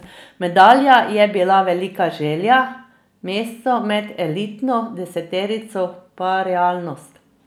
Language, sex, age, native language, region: Slovenian, female, 50-59, Slovenian, Drava region